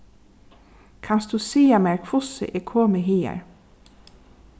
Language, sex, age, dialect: Faroese, female, 36-60, Suðurstreymoy